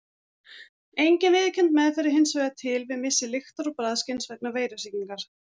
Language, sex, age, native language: Icelandic, female, 40-49, Icelandic